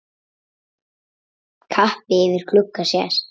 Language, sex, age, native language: Icelandic, female, 7, Icelandic